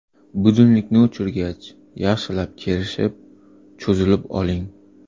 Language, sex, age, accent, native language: Uzbek, male, 18-24, Toshkent shahri, Uzbek